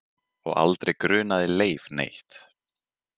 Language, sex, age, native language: Icelandic, male, 20-29, Icelandic